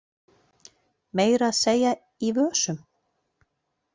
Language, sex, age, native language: Icelandic, female, 40-49, Icelandic